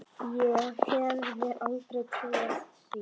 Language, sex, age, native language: Icelandic, male, 10, Icelandic